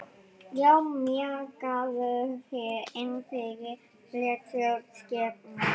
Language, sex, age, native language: Icelandic, female, 11, Icelandic